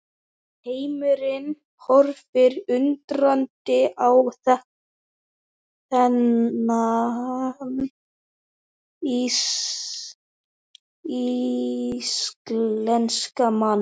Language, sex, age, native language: Icelandic, male, 12, Icelandic